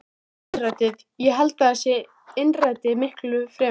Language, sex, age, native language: Icelandic, female, 13, Icelandic